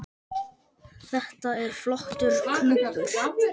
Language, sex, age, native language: Icelandic, male, 18-19, Icelandic